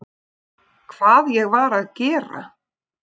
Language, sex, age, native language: Icelandic, male, 7, Icelandic